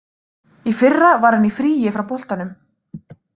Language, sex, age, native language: Icelandic, female, 30-39, Icelandic